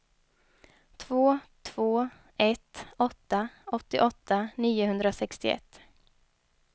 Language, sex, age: Swedish, female, 23